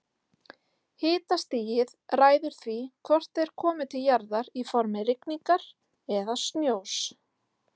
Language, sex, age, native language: Icelandic, female, 30-39, Icelandic